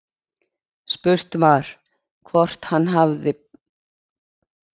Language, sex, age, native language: Icelandic, female, 50-59, Icelandic